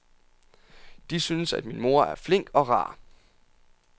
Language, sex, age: Danish, male, 27